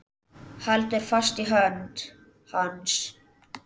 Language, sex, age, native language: Icelandic, male, 10, Icelandic